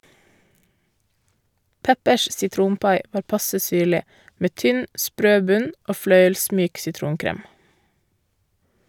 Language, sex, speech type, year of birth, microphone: Norwegian, female, read, 1988, Shure